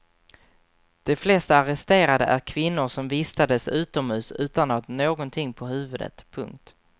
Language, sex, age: Swedish, male, 24